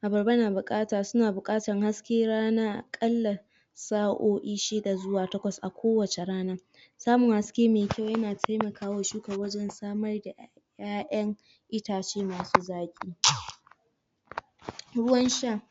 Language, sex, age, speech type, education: Hausa, female, 46-60, spontaneous, tertiary